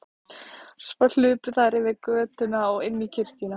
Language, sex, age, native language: Icelandic, female, 14, Icelandic